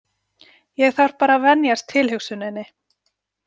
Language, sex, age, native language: Icelandic, female, 40-49, Icelandic